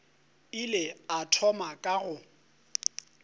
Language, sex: Northern Sotho, male